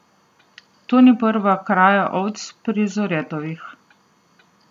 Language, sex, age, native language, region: Slovenian, female, 30-49, Slovenian, Southeast Slovenia